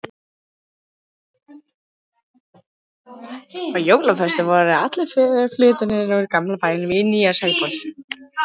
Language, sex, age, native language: Icelandic, female, 18-19, Icelandic